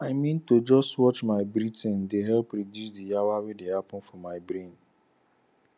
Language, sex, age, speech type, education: Nigerian Pidgin, male, 15-29, spontaneous, tertiary